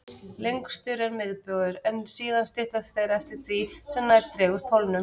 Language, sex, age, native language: Icelandic, female, 30-39, Icelandic